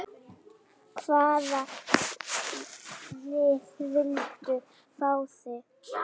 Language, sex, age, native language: Icelandic, female, 8, Icelandic